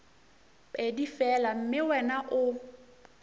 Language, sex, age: Northern Sotho, female, 24